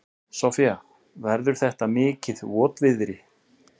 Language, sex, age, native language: Icelandic, male, 40-49, Icelandic